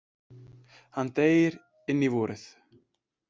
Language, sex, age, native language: Icelandic, male, 20-29, Icelandic